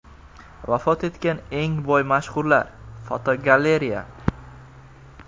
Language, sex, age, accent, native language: Uzbek, male, 18-24, Jizzax, Uzbek